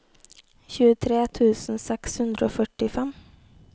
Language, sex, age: Norwegian, female, 18